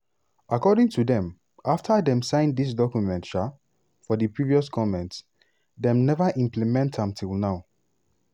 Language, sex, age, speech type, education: Nigerian Pidgin, male, 15-29, spontaneous, tertiary